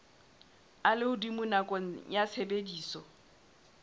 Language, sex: Southern Sotho, male